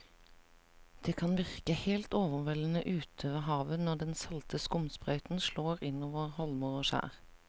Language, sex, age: Norwegian, female, 37